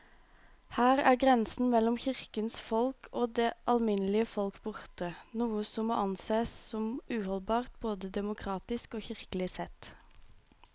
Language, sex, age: Norwegian, female, 26